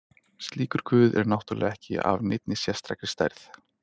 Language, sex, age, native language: Icelandic, male, 30-39, Icelandic